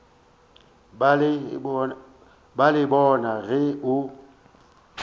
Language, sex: Northern Sotho, male